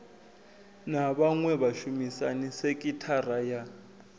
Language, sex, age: Venda, male, 21